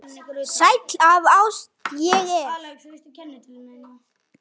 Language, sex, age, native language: Icelandic, male, 9, Icelandic